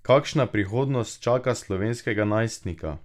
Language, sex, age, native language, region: Slovenian, male, 18-29, Slovenian, Drava region